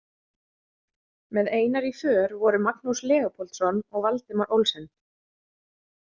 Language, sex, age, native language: Icelandic, female, 30-39, Icelandic